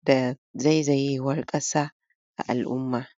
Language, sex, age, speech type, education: Hausa, female, 46-60, spontaneous, tertiary